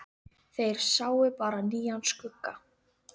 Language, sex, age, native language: Icelandic, female, 10, Icelandic